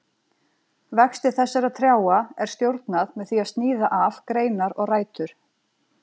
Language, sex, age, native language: Icelandic, female, 40-49, Icelandic